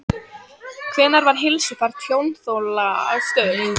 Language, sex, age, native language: Icelandic, female, 14, Icelandic